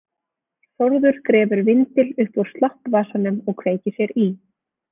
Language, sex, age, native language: Icelandic, female, 20-29, Icelandic